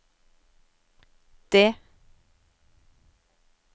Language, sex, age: Norwegian, female, 27